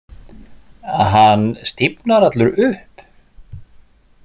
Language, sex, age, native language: Icelandic, male, 40-49, Icelandic